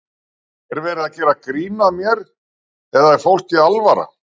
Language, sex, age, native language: Icelandic, male, 60-69, Icelandic